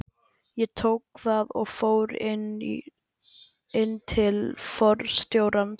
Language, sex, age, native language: Icelandic, male, 11, Icelandic